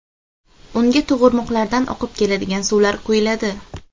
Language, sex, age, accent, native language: Uzbek, female, 18-24, Xorazm, Uzbek